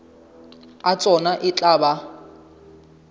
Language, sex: Southern Sotho, male